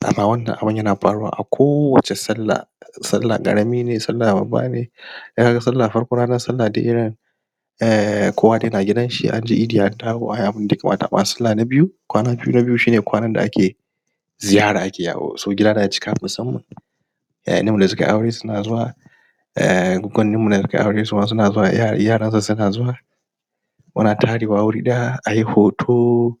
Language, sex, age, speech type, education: Hausa, male, 30-45, spontaneous, primary